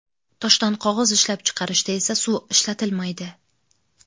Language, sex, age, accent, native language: Uzbek, female, 19-29, Navoiy, Uzbek